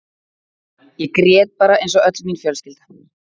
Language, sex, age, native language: Icelandic, female, 40-49, Icelandic